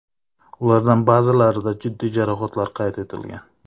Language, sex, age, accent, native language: Uzbek, male, 25-34, Navoiy, Uzbek